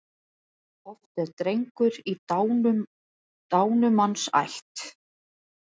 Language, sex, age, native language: Icelandic, female, 40-49, Icelandic